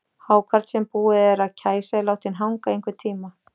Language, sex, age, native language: Icelandic, female, 40-49, Icelandic